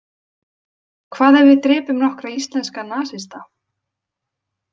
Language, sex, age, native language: Icelandic, female, 20-29, Icelandic